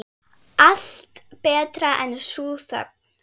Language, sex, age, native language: Icelandic, female, 8, Icelandic